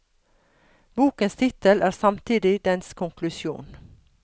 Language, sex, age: Norwegian, female, 42